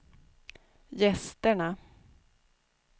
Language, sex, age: Swedish, female, 29